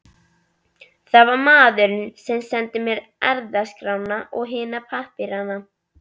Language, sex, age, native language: Icelandic, female, 11, Icelandic